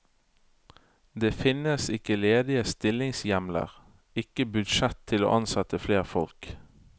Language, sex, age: Norwegian, male, 31